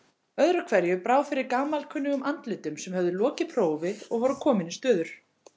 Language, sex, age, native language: Icelandic, female, 40-49, Icelandic